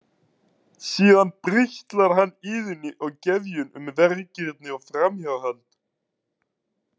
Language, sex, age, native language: Icelandic, male, 30-39, Icelandic